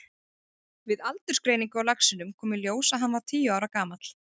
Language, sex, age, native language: Icelandic, female, 30-39, Icelandic